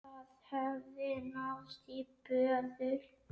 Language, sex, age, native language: Icelandic, female, 9, Icelandic